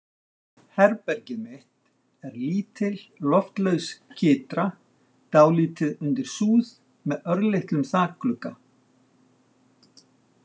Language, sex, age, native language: Icelandic, male, 60-69, Icelandic